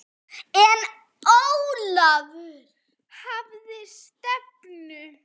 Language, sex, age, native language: Icelandic, female, 8, Icelandic